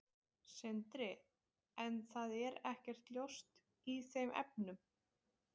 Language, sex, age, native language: Icelandic, female, 20-29, Icelandic